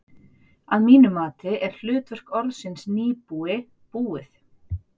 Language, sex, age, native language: Icelandic, female, 40-49, Icelandic